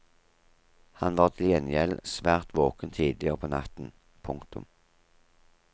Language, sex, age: Norwegian, male, 38